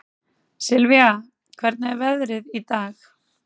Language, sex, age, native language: Icelandic, female, 30-39, Icelandic